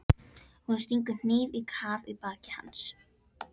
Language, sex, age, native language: Icelandic, female, 11, Icelandic